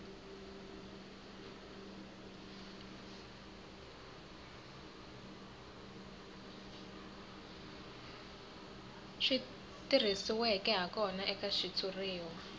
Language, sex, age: Tsonga, female, 18